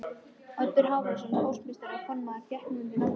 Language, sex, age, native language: Icelandic, female, 13, Icelandic